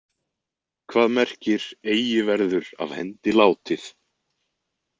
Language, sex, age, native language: Icelandic, male, 20-29, Icelandic